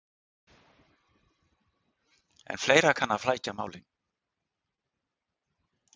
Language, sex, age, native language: Icelandic, male, 60-69, Icelandic